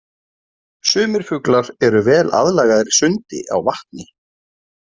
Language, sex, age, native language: Icelandic, male, 40-49, Icelandic